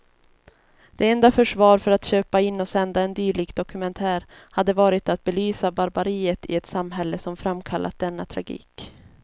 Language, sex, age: Swedish, female, 22